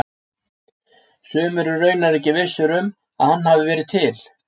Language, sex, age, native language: Icelandic, male, 60-69, Icelandic